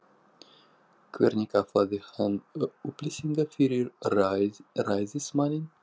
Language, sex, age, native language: Icelandic, male, 40-49, Russian